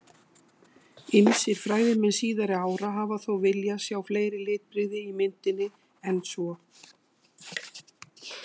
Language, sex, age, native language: Icelandic, female, 60-69, Icelandic